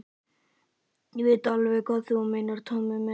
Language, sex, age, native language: Icelandic, male, 11, Icelandic